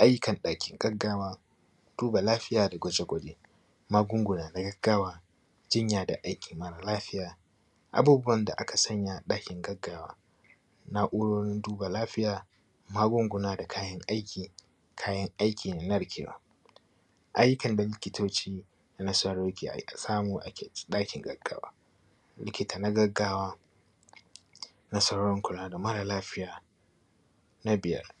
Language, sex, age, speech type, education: Hausa, male, 15-29, spontaneous, primary